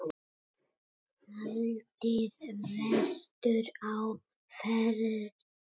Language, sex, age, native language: Icelandic, male, 8, Icelandic